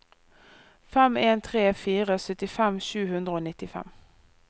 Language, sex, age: Norwegian, female, 24